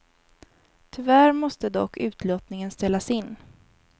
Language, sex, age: Swedish, female, 19